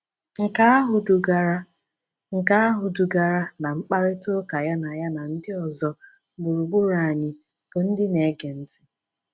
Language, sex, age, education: Igbo, female, 15-29, tertiary